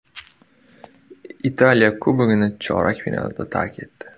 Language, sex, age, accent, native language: Uzbek, male, 18-24, Surxondaryo, Uzbek